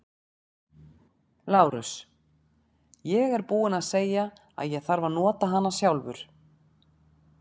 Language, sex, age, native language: Icelandic, female, 40-49, Icelandic